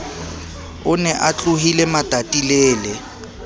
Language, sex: Southern Sotho, male